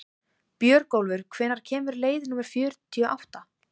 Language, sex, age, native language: Icelandic, female, 18-19, Icelandic